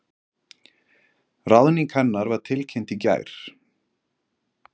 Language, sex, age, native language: Icelandic, male, 20-29, Icelandic